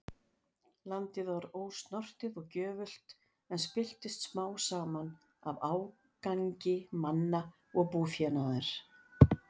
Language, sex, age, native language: Icelandic, female, 60-69, Icelandic